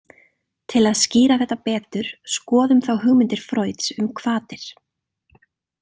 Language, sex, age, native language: Icelandic, female, 30-39, Icelandic